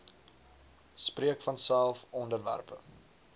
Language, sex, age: Afrikaans, male, 19